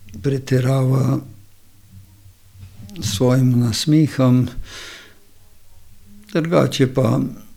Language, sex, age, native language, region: Slovenian, male, 60+, Slovenian, Gorenjska region